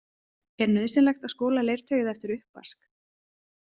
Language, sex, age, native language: Icelandic, female, 20-29, Icelandic